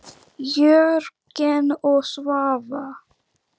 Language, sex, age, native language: Icelandic, female, 10, Icelandic